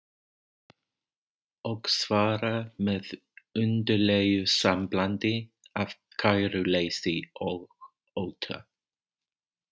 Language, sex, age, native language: Icelandic, male, 40-49, English